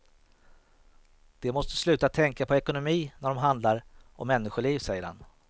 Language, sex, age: Swedish, male, 38